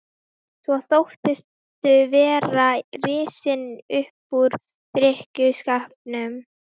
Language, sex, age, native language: Icelandic, female, 12, Icelandic